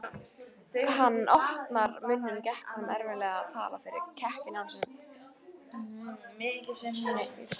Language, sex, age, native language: Icelandic, female, 18-19, Icelandic